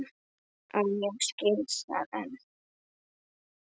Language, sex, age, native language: Icelandic, male, 10, Icelandic